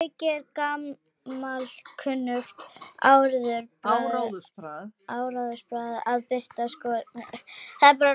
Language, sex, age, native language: Icelandic, female, 30-39, Icelandic